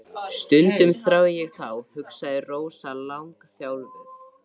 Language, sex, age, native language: Icelandic, male, 13, Icelandic